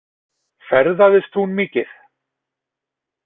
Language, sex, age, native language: Icelandic, male, 40-49, Icelandic